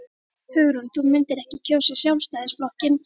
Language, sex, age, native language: Icelandic, female, 13, Icelandic